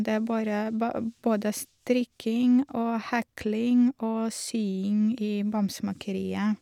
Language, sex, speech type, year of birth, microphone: Norwegian, female, spontaneous, 1983, Shure